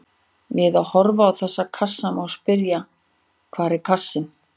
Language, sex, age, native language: Icelandic, female, 40-49, Icelandic